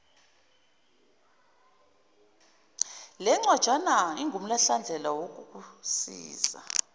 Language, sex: Zulu, female